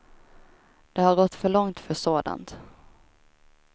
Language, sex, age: Swedish, female, 23